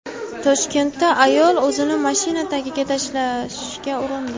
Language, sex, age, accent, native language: Uzbek, female, 18-24, Samarqand, Uzbek